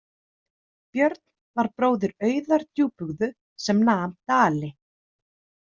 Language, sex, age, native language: Icelandic, female, 30-39, Icelandic